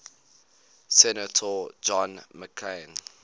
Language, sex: English, male